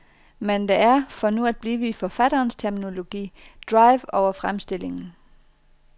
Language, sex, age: Danish, female, 40